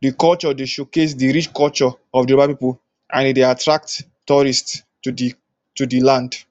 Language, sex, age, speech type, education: Nigerian Pidgin, male, 15-29, spontaneous, tertiary